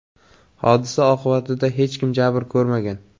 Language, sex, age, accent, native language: Uzbek, male, 18-24, Samarqand, Uzbek